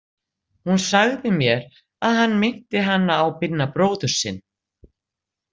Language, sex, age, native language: Icelandic, female, 60-69, Icelandic